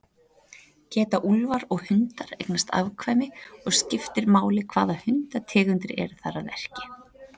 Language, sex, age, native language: Icelandic, female, 30-39, Icelandic